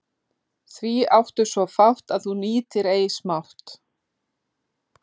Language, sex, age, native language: Icelandic, female, 40-49, Icelandic